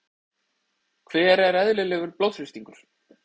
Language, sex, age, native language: Icelandic, male, 30-39, Icelandic